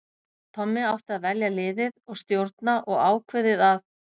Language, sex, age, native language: Icelandic, female, 50-59, Icelandic